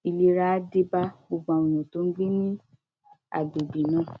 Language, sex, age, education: Yoruba, female, 46-60, tertiary